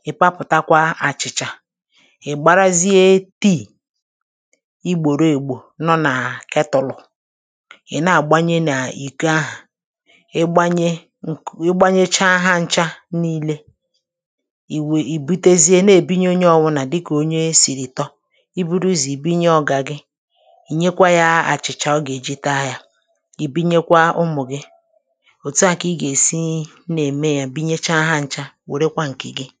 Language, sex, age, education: Igbo, male, 30-45, tertiary